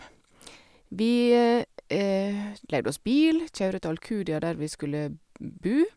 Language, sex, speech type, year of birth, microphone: Norwegian, female, spontaneous, 1972, Sennheiser